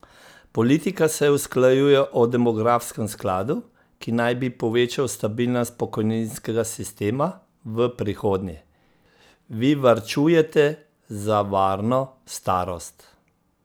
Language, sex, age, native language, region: Slovenian, male, 50-59, Slovenian, Central Slovenia